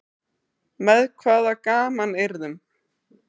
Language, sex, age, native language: Icelandic, female, 30-39, Icelandic